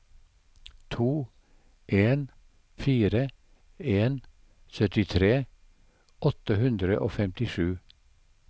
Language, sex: Norwegian, male